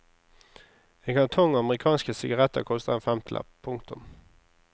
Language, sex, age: Norwegian, male, 26